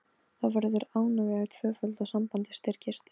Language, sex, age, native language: Icelandic, female, 13, Polish